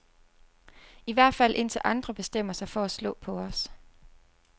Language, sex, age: Danish, female, 29